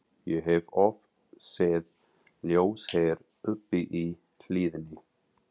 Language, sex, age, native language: Icelandic, female, 40-49, English